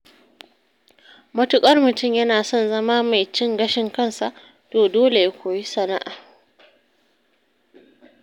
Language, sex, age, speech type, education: Hausa, female, 30-45, read, secondary